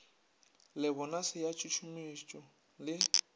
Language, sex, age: Northern Sotho, male, 21